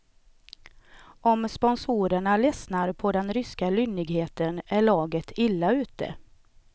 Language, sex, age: Swedish, female, 38